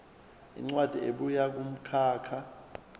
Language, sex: Zulu, male